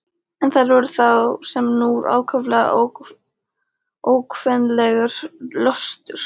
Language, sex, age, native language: Icelandic, female, 13, Icelandic